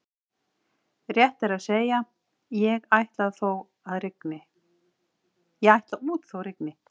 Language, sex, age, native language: Icelandic, female, 40-49, Icelandic